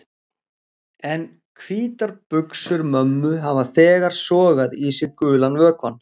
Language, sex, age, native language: Icelandic, male, 40-49, Icelandic